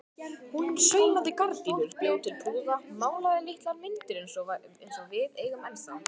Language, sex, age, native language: Icelandic, male, 18-19, Icelandic